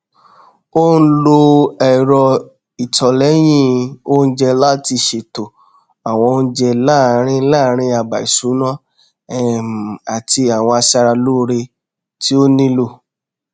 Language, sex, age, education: Yoruba, male, 30-45, tertiary